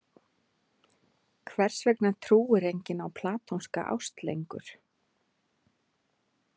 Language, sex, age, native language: Icelandic, female, 30-39, Icelandic